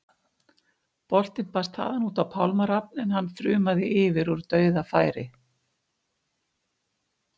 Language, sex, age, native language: Icelandic, female, 50-59, Icelandic